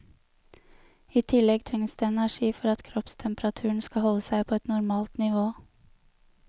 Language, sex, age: Norwegian, female, 23